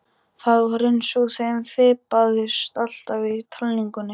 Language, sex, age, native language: Icelandic, male, 12, Icelandic